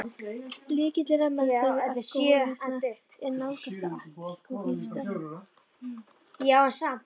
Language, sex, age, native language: Icelandic, female, 13, Icelandic